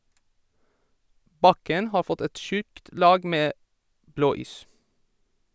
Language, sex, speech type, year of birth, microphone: Norwegian, male, read, 1987, Sennheiser